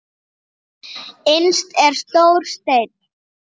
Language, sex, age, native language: Icelandic, female, 8, Icelandic